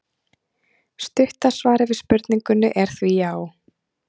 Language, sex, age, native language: Icelandic, female, 30-39, Icelandic